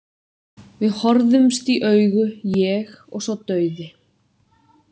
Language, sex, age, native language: Icelandic, female, 30-39, Icelandic